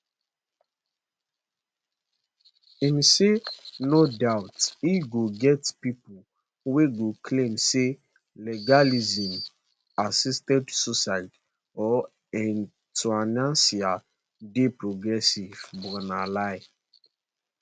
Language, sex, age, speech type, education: Nigerian Pidgin, male, 15-29, spontaneous, secondary